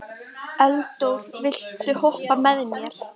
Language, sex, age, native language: Icelandic, female, 13, Icelandic